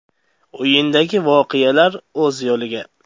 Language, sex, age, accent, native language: Uzbek, male, under 19, Andijon, Uzbek